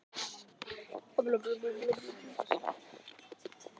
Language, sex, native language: Icelandic, other, Icelandic